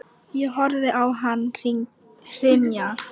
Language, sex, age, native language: Icelandic, female, 10, Polish